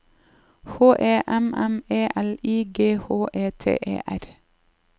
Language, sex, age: Norwegian, female, 30